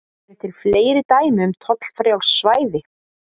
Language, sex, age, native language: Icelandic, female, 40-49, Icelandic